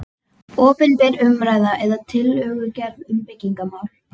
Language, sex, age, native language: Icelandic, female, 12, Icelandic